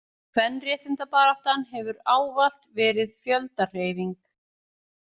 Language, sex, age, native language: Icelandic, female, 40-49, Icelandic